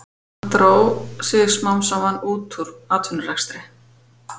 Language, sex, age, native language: Icelandic, female, 50-59, Icelandic